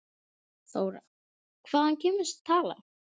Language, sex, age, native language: Icelandic, female, 10, Icelandic